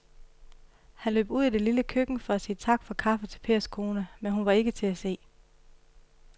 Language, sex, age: Danish, female, 31